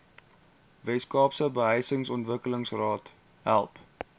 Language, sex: Afrikaans, male